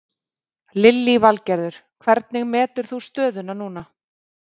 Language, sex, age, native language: Icelandic, female, 30-39, Icelandic